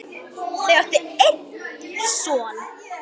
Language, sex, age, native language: Icelandic, female, 9, Icelandic